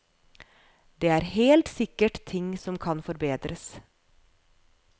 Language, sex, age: Norwegian, female, 41